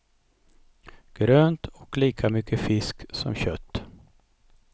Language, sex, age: Swedish, male, 55